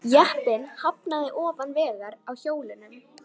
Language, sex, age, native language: Icelandic, female, 18-19, Icelandic